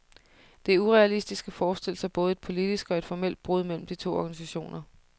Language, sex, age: Danish, female, 30